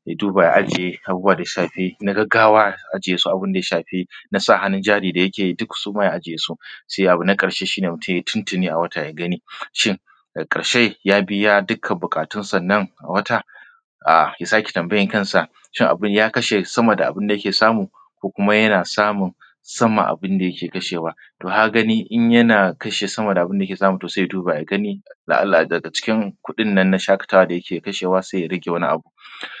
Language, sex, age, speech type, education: Hausa, male, 30-45, spontaneous, secondary